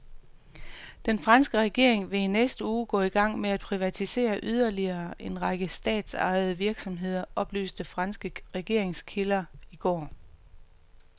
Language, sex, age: Danish, female, 45